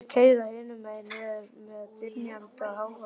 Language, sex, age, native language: Icelandic, male, 12, Icelandic